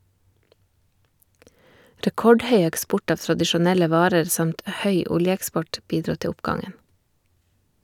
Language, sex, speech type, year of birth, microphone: Norwegian, female, read, 1978, Shure